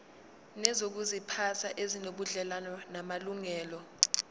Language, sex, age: Zulu, female, 19